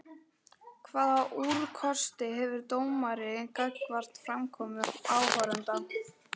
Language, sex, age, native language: Icelandic, female, 11, Icelandic